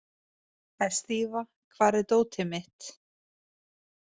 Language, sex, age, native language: Icelandic, female, 20-29, Icelandic